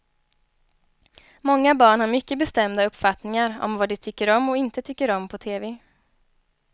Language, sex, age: Swedish, female, 23